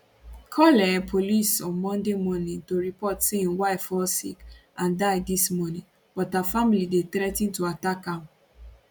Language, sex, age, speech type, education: Nigerian Pidgin, female, 15-29, spontaneous, tertiary